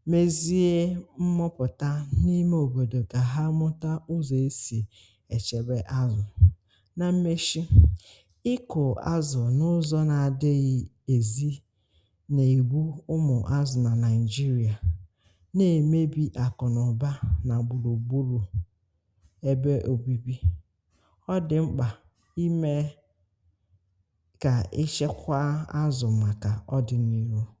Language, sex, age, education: Igbo, female, 30-45, tertiary